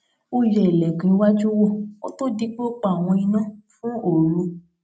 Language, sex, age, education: Yoruba, female, 15-29, tertiary